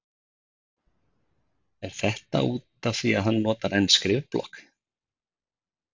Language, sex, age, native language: Icelandic, male, 50-59, Icelandic